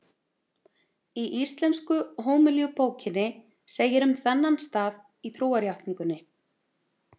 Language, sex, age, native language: Icelandic, female, 30-39, Icelandic